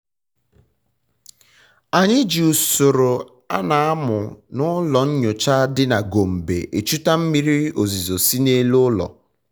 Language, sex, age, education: Igbo, male, 15-29, tertiary